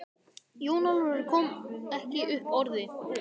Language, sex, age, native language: Icelandic, male, 18-19, Icelandic